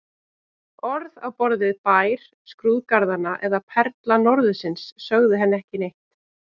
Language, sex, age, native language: Icelandic, female, 30-39, Icelandic